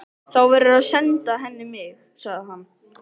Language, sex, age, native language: Icelandic, male, 13, Icelandic